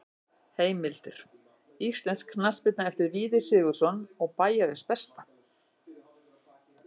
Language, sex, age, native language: Icelandic, female, 60-69, Icelandic